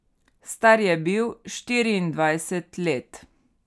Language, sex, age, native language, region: Slovenian, female, 30-49, Slovenian, Carinthia region